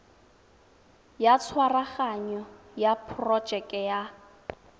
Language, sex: Tswana, female